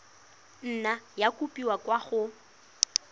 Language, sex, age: Tswana, female, 22